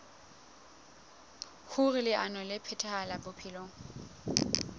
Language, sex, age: Southern Sotho, female, 19